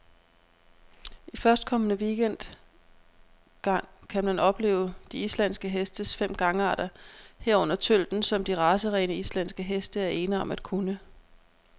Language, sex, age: Danish, female, 32